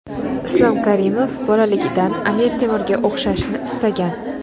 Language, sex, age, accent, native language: Uzbek, female, under 19, Navoiy, Uzbek